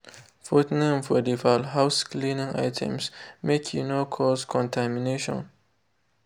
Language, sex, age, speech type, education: Nigerian Pidgin, male, 15-29, spontaneous, tertiary